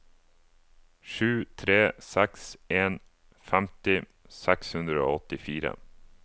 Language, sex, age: Norwegian, male, 28